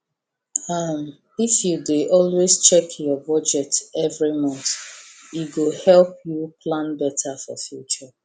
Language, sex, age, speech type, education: Nigerian Pidgin, female, 30-45, spontaneous, tertiary